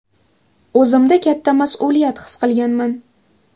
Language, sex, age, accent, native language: Uzbek, female, 18-24, Qashqadaryo, Uzbek